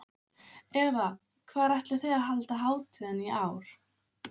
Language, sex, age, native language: Icelandic, female, 15, Icelandic